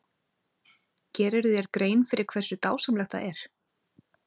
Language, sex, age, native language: Icelandic, female, 30-39, Icelandic